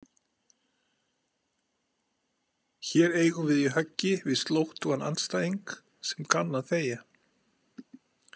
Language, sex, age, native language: Icelandic, male, 40-49, Icelandic